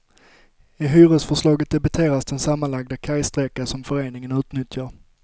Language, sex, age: Swedish, male, 25